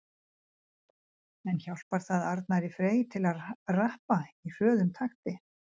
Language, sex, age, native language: Icelandic, female, 60-69, Icelandic